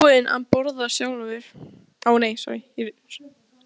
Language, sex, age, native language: Icelandic, female, 15, Icelandic